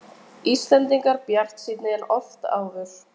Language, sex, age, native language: Icelandic, female, 20-29, Icelandic